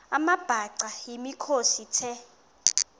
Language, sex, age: Xhosa, female, 22